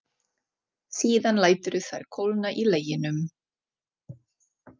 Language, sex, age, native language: Icelandic, female, 40-49, Czech